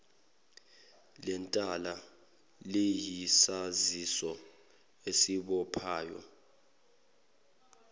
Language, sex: Zulu, male